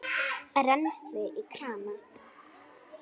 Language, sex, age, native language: Icelandic, female, 9, Icelandic